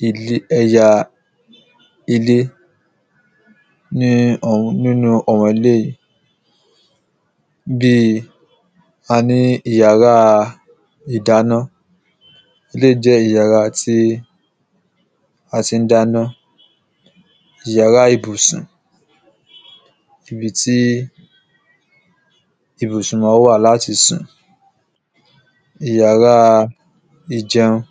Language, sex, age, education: Yoruba, male, 15-29, secondary